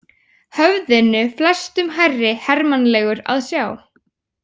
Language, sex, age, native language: Icelandic, female, 18-19, Icelandic